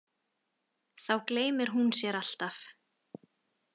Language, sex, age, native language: Icelandic, female, 20-29, Icelandic